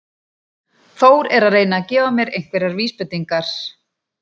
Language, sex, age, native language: Icelandic, female, 40-49, Icelandic